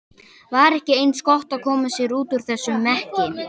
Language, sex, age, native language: Icelandic, male, 18-19, Icelandic